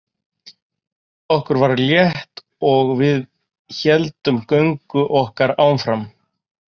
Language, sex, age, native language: Icelandic, male, 40-49, Icelandic